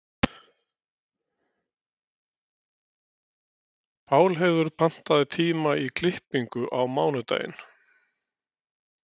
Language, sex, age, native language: Icelandic, male, 60-69, Icelandic